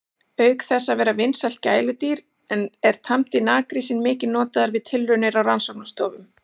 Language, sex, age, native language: Icelandic, female, 40-49, Icelandic